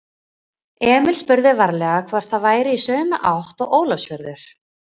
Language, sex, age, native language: Icelandic, female, 20-29, Icelandic